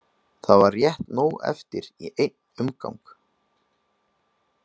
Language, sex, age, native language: Icelandic, male, 20-29, Icelandic